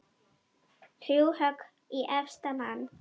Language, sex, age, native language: Icelandic, female, 8, Icelandic